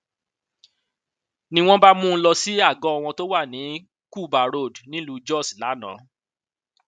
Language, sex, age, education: Yoruba, male, 30-45, tertiary